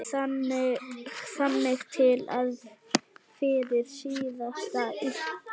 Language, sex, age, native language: Icelandic, female, 9, Icelandic